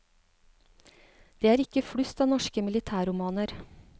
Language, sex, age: Norwegian, female, 36